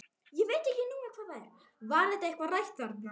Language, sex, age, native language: Icelandic, male, 9, Icelandic